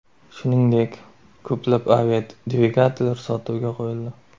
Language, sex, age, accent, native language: Uzbek, male, 18-24, Surxondaryo, Uzbek